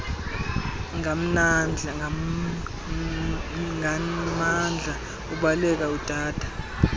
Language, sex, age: Xhosa, male, 21